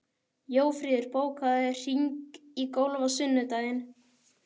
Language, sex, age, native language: Icelandic, male, 12, Icelandic